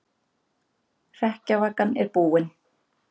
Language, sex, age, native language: Icelandic, female, 30-39, Icelandic